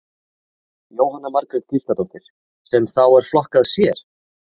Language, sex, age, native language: Icelandic, male, 30-39, Icelandic